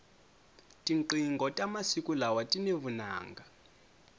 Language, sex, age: Tsonga, male, 22